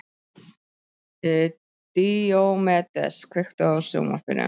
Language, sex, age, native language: Icelandic, female, 13, Icelandic